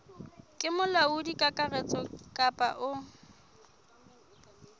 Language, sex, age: Southern Sotho, female, 22